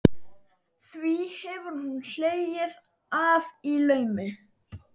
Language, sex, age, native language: Icelandic, male, 12, Icelandic